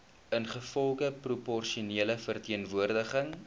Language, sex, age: Afrikaans, male, 19